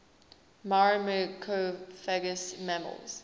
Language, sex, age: English, female, 19